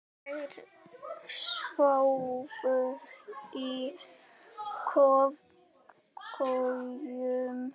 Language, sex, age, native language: Icelandic, female, 9, Icelandic